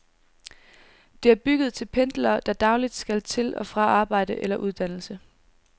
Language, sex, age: Danish, female, 19